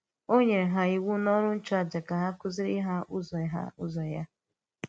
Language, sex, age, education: Igbo, female, 15-29, tertiary